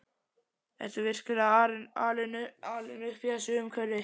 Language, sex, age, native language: Icelandic, male, 11, Icelandic